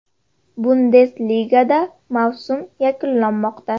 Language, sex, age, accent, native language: Uzbek, female, under 19, Farg'ona, Uzbek